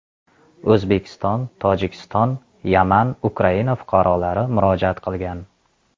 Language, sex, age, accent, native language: Uzbek, male, 35+, Andijon, Uzbek